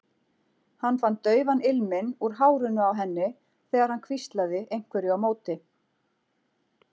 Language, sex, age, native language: Icelandic, female, 40-49, Icelandic